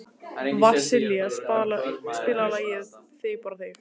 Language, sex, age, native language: Icelandic, female, 15, Icelandic